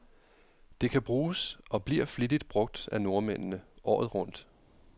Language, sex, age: Danish, male, 31